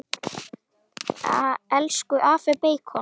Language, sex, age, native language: Icelandic, female, 10, Icelandic